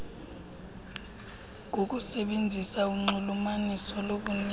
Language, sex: Xhosa, female